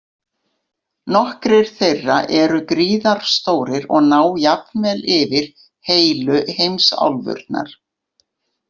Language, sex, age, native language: Icelandic, female, 60-69, Icelandic